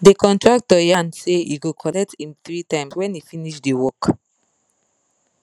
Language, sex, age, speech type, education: Nigerian Pidgin, female, 30-45, spontaneous, secondary